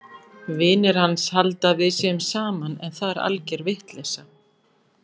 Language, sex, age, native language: Icelandic, female, 50-59, Icelandic